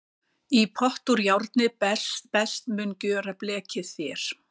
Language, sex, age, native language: Icelandic, female, 60-69, Icelandic